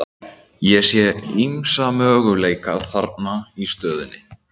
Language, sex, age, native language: Icelandic, male, 18-19, Icelandic